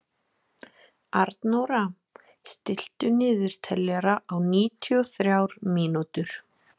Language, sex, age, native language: Icelandic, female, 20-29, Icelandic